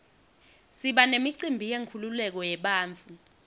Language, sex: Swati, female